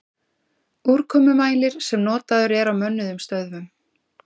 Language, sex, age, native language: Icelandic, female, 20-29, Icelandic